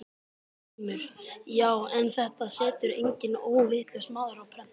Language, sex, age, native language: Icelandic, male, 12, Icelandic